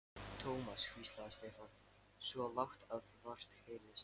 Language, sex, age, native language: Icelandic, male, 13, Lithuanian